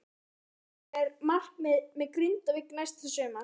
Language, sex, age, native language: Icelandic, female, 13, Icelandic